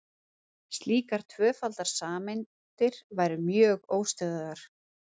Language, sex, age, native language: Icelandic, female, 30-39, Icelandic